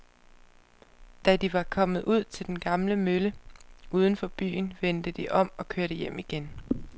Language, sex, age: Danish, female, 25